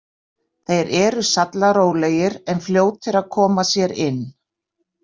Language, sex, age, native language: Icelandic, female, 60-69, Icelandic